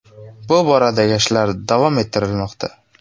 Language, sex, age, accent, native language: Uzbek, male, 18-24, Samarqand, Uzbek